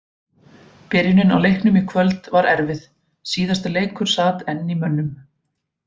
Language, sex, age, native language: Icelandic, female, 40-49, Icelandic